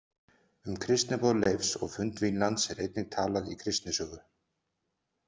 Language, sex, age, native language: Icelandic, male, 40-49, Icelandic